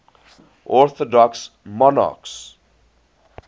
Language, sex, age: English, male, 20